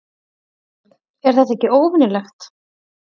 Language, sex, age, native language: Icelandic, female, 30-39, Icelandic